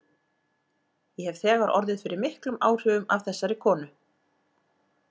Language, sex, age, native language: Icelandic, female, 40-49, Icelandic